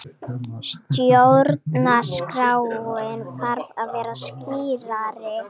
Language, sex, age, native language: Icelandic, female, 40-49, Icelandic